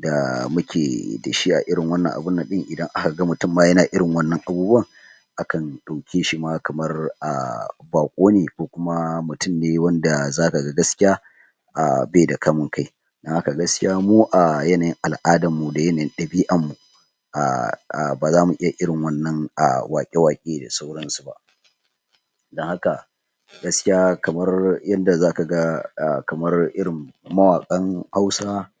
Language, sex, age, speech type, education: Hausa, male, 46-60, spontaneous, tertiary